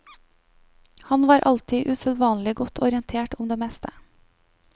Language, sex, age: Norwegian, female, 25